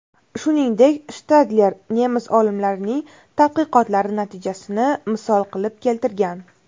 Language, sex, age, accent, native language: Uzbek, female, 18-24, Navoiy, Uzbek